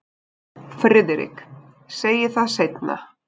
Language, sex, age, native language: Icelandic, female, 20-29, Icelandic